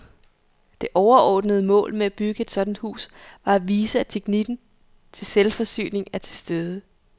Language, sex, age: Danish, female, 34